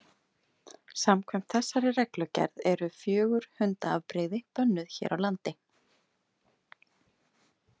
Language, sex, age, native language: Icelandic, female, 30-39, Icelandic